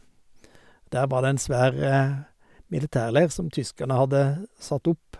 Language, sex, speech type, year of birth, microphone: Norwegian, male, spontaneous, 1951, Sennheiser